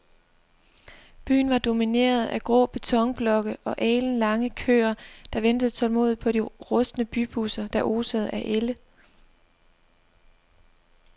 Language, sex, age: Danish, female, 25